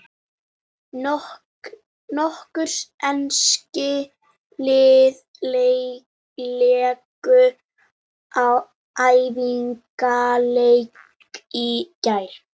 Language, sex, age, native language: Icelandic, female, 18-19, Icelandic